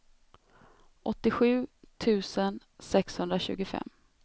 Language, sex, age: Swedish, female, 32